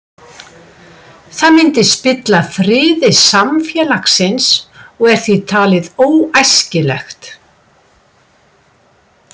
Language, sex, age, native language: Icelandic, female, 60-69, Icelandic